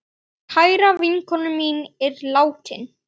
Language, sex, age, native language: Icelandic, male, 9, Icelandic